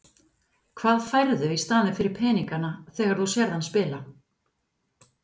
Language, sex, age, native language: Icelandic, female, 50-59, Icelandic